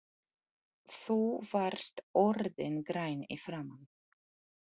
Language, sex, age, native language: Icelandic, female, 40-49, Polish